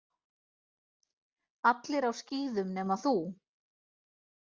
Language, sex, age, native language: Icelandic, female, 40-49, Icelandic